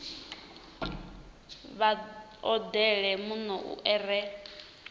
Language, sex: Venda, female